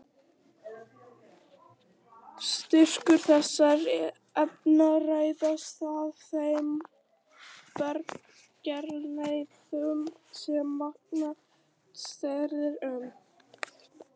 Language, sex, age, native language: Icelandic, other, 18-19, Icelandic